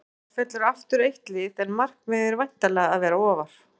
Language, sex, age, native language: Icelandic, female, 40-49, Icelandic